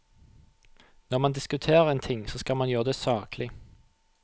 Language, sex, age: Norwegian, male, 28